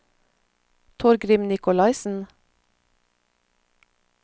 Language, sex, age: Norwegian, female, 46